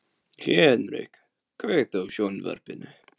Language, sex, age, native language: Icelandic, male, 18-19, Polish